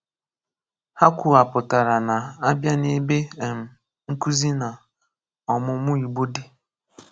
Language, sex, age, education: Igbo, male, 15-29, tertiary